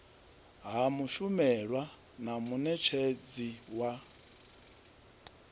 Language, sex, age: Venda, male, 39